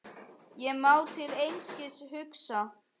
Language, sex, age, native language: Icelandic, female, 10, Icelandic